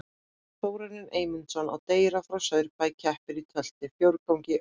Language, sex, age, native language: Icelandic, female, 30-39, Icelandic